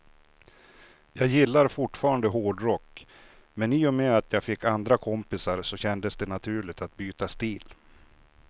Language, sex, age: Swedish, male, 56